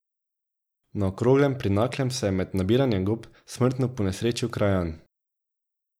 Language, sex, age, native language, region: Slovenian, male, 18-29, Slovenian, Drava region